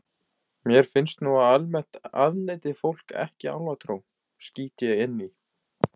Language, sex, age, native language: Icelandic, male, 20-29, Icelandic